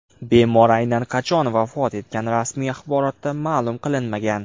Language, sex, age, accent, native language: Uzbek, male, 18-24, Andijon, Uzbek